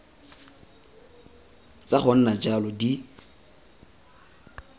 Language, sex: Tswana, male